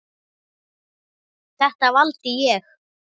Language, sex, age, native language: Icelandic, male, 10, Icelandic